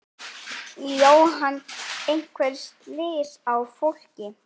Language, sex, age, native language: Icelandic, female, 8, Icelandic